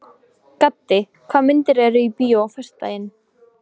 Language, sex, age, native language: Icelandic, female, 15, Polish